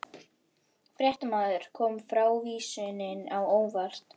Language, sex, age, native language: Icelandic, female, 11, Icelandic